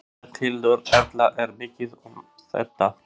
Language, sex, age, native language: Icelandic, male, 40-49, Albanian